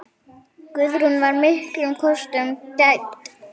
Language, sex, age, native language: Icelandic, female, 9, Icelandic